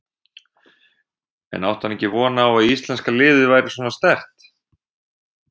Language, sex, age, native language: Icelandic, male, 20-29, Icelandic